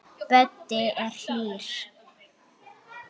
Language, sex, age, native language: Icelandic, female, 8, Icelandic